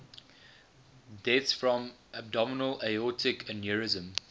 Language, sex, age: English, male, 20